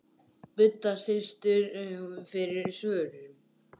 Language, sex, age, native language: Icelandic, male, 10, Icelandic